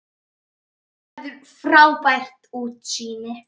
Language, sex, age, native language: Icelandic, male, 9, Icelandic